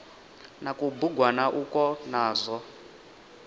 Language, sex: Venda, male